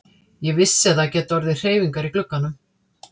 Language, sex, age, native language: Icelandic, female, 50-59, Icelandic